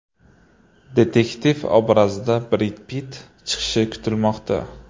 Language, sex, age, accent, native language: Uzbek, male, 25-34, Qashqadaryo, Uzbek